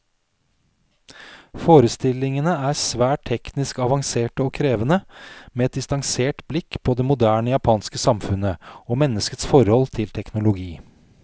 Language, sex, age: Norwegian, male, 46